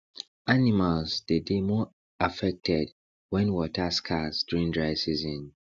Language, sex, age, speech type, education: Nigerian Pidgin, male, 30-45, spontaneous, tertiary